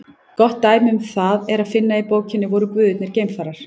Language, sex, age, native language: Icelandic, female, 18-19, Icelandic